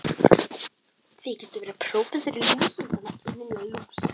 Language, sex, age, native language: Icelandic, female, 12, Icelandic